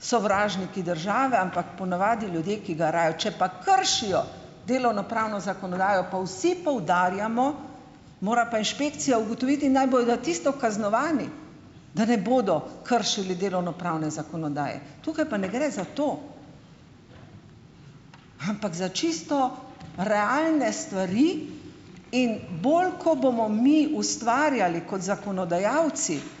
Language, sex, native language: Slovenian, female, Slovenian